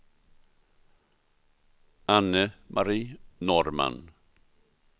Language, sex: Swedish, male